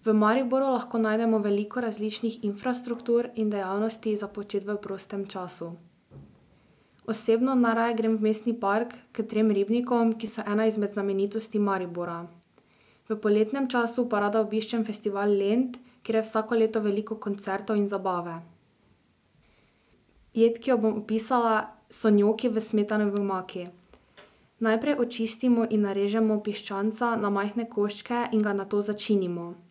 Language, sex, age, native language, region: Slovenian, female, 12-17, Slovenian, Drava region